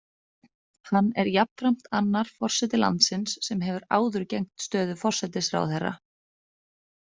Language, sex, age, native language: Icelandic, female, 30-39, Icelandic